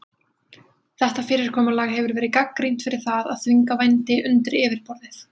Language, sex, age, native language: Icelandic, female, 20-29, Icelandic